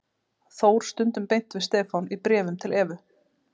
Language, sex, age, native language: Icelandic, female, 30-39, Icelandic